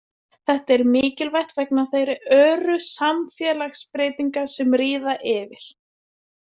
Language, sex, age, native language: Icelandic, female, 20-29, Icelandic